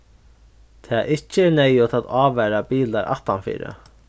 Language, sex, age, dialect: Faroese, male, 15-35, Norðurstreymoy/Eysturoy